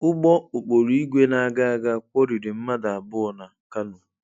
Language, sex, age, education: Igbo, male, 15-29, tertiary